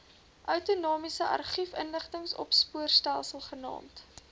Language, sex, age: Afrikaans, female, 21